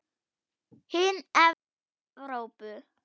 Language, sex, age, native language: Icelandic, female, 8, German